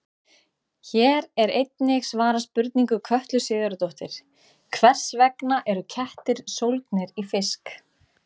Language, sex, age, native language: Icelandic, female, 30-39, Icelandic